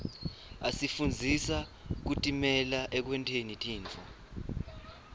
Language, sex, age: Swati, male, 23